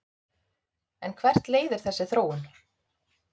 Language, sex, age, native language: Icelandic, female, 30-39, Icelandic